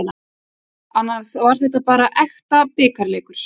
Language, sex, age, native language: Icelandic, female, 30-39, Icelandic